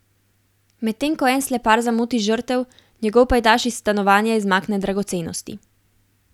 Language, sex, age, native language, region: Slovenian, female, 18-29, Slovenian, Gorenjska region